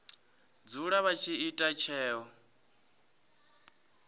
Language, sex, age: Venda, male, 27